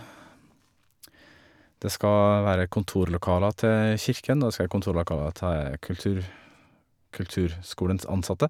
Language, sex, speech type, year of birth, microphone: Norwegian, male, spontaneous, 1979, Shure